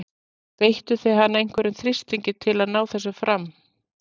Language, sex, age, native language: Icelandic, female, 40-49, Icelandic